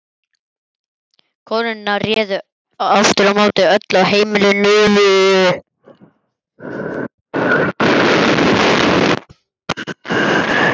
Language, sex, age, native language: Icelandic, male, 11, Icelandic